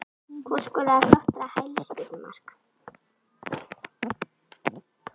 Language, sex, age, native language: Icelandic, female, 11, Icelandic